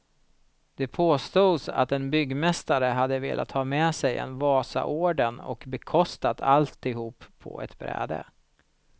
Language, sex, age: Swedish, male, 36